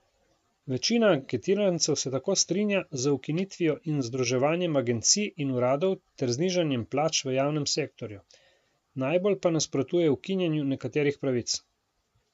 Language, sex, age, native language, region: Slovenian, male, 50-59, Slovenian, Coastal Karst region